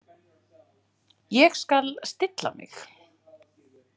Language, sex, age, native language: Icelandic, female, 40-49, Icelandic